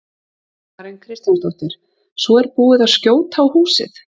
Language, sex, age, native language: Icelandic, female, 30-39, Icelandic